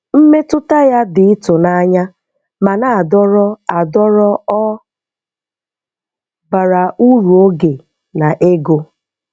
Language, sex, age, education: Igbo, female, 15-29, tertiary